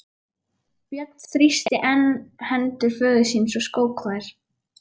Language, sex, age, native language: Icelandic, female, 11, Icelandic